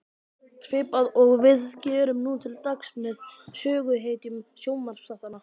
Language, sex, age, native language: Icelandic, male, 12, Icelandic